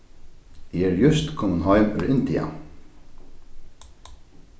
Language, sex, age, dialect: Faroese, male, 36-60, Norðurstreymoy/Eysturoy